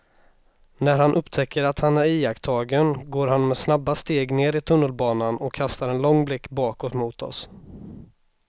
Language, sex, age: Swedish, male, 26